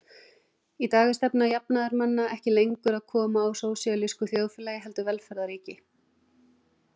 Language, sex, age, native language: Icelandic, female, 40-49, Icelandic